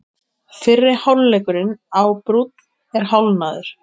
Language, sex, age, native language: Icelandic, female, 20-29, Icelandic